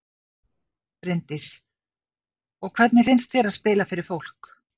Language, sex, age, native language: Icelandic, female, 50-59, Icelandic